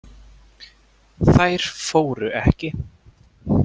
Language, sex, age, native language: Icelandic, male, 20-29, Icelandic